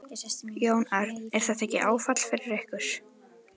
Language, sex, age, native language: Icelandic, female, 12, Icelandic